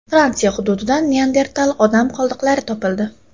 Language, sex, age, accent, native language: Uzbek, female, 18-24, Toshkent shahri, Uzbek